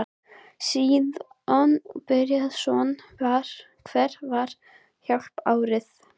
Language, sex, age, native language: Icelandic, female, 11, Icelandic